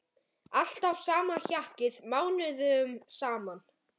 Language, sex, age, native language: Icelandic, male, 10, Icelandic